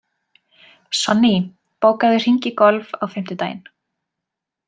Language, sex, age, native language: Icelandic, female, 20-29, Icelandic